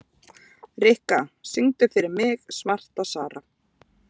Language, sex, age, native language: Icelandic, female, 20-29, Icelandic